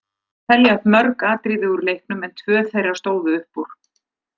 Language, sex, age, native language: Icelandic, female, 60-69, Icelandic